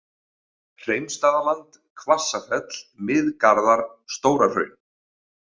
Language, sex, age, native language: Icelandic, male, 40-49, Icelandic